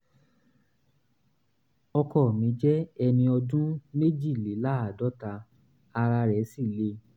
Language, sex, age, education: Yoruba, male, 15-29, tertiary